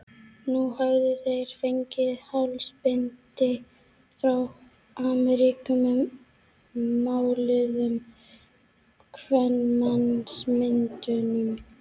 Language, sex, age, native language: Icelandic, female, 12, Icelandic